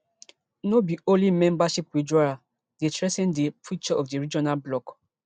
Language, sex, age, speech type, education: Nigerian Pidgin, female, 15-29, spontaneous, tertiary